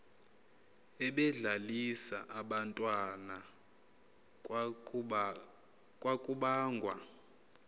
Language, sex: Xhosa, male